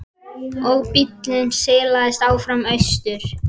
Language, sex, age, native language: Icelandic, male, 10, Icelandic